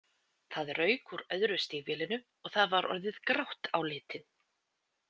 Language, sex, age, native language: Icelandic, female, 20-29, Icelandic